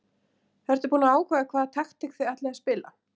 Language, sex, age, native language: Icelandic, female, 30-39, Icelandic